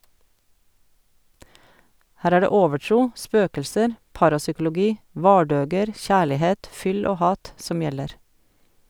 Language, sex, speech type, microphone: Norwegian, female, read, Sennheiser